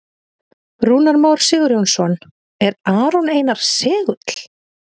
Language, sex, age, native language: Icelandic, female, 30-39, Icelandic